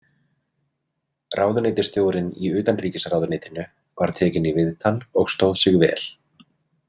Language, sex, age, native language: Icelandic, male, 30-39, Icelandic